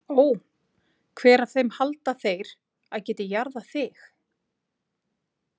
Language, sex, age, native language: Icelandic, female, 40-49, Icelandic